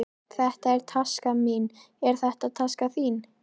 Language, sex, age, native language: Icelandic, female, 13, Icelandic